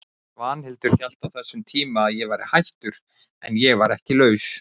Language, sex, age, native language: Icelandic, male, 40-49, Icelandic